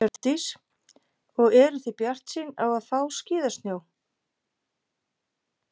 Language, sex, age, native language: Icelandic, female, 50-59, Icelandic